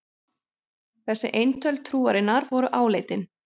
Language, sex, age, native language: Icelandic, female, 30-39, Icelandic